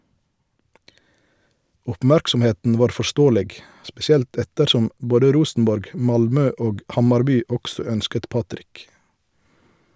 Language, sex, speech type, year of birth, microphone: Norwegian, male, read, 1971, Shure